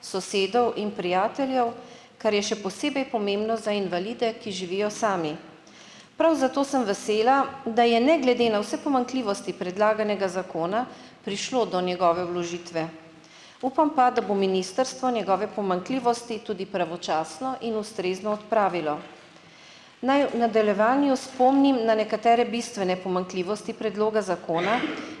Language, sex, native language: Slovenian, female, Slovenian